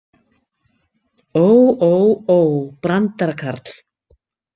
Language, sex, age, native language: Icelandic, female, 50-59, Icelandic